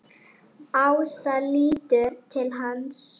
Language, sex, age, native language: Icelandic, female, 8, Icelandic